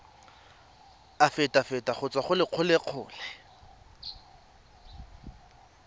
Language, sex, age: Tswana, male, 22